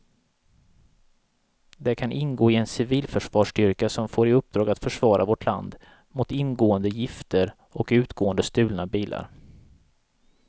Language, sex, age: Swedish, male, 37